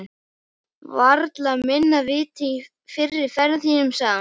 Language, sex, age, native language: Icelandic, male, 11, Icelandic